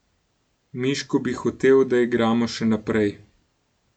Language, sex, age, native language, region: Slovenian, male, 18-29, Slovenian, Gorenjska region